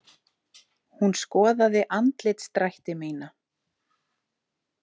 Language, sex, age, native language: Icelandic, female, 30-39, Icelandic